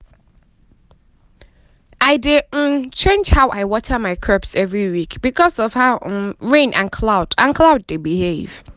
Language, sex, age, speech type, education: Nigerian Pidgin, female, 15-29, spontaneous, tertiary